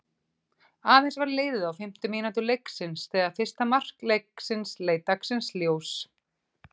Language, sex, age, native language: Icelandic, female, 40-49, Icelandic